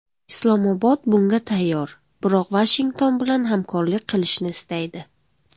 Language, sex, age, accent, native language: Uzbek, female, 19-29, Surxondaryo, Tajik